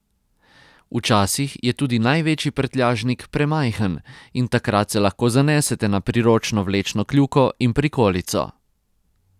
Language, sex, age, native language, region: Slovenian, male, 30-49, Croatian, Posavska region